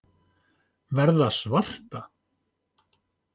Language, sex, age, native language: Icelandic, male, 50-59, Icelandic